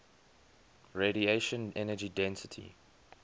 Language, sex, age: English, male, 23